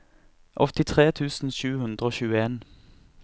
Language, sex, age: Norwegian, male, 24